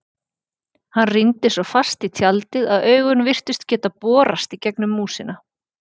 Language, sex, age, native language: Icelandic, female, 40-49, Icelandic